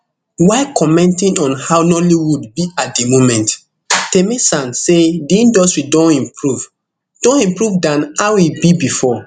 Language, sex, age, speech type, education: Nigerian Pidgin, male, 15-29, spontaneous, tertiary